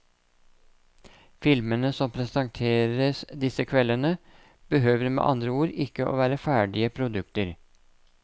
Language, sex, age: Norwegian, male, 57